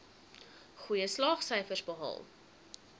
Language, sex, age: Afrikaans, female, 21